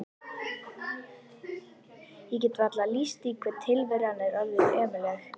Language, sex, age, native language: Icelandic, female, 11, Icelandic